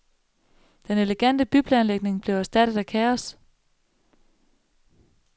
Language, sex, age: Danish, female, 35